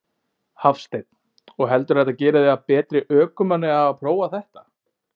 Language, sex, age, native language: Icelandic, male, 18-19, Icelandic